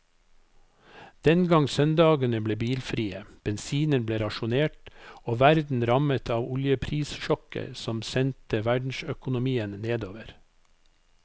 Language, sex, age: Norwegian, male, 55